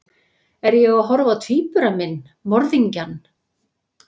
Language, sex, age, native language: Icelandic, female, 60-69, Icelandic